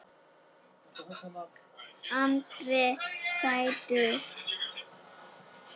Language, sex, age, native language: Icelandic, female, 9, Icelandic